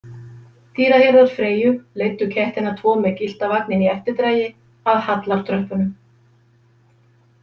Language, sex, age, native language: Icelandic, female, 50-59, Icelandic